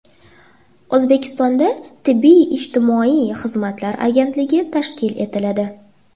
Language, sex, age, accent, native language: Uzbek, female, under 19, Toshkent shahri, Uzbek